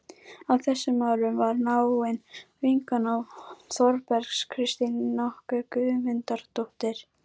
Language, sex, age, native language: Icelandic, female, 12, Icelandic